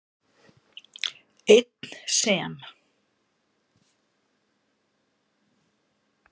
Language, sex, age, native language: Icelandic, female, 50-59, Icelandic